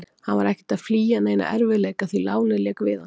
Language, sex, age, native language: Icelandic, female, 40-49, Icelandic